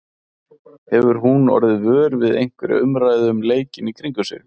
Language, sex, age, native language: Icelandic, male, 30-39, Icelandic